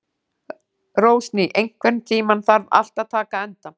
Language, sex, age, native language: Icelandic, female, 40-49, Icelandic